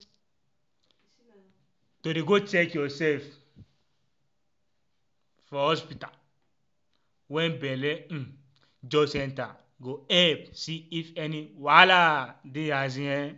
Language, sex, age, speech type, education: Nigerian Pidgin, male, 15-29, spontaneous, tertiary